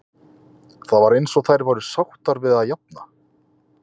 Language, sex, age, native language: Icelandic, male, 20-29, Icelandic